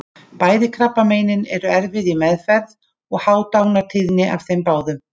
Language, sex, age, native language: Icelandic, female, 50-59, Icelandic